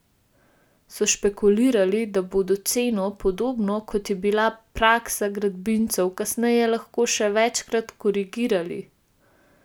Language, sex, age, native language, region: Slovenian, female, 18-29, Slovenian, Gorenjska region